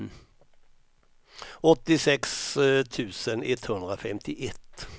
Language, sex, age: Swedish, male, 64